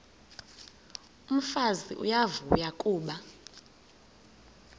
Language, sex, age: Xhosa, female, 23